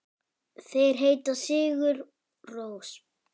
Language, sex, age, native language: Icelandic, male, 10, Icelandic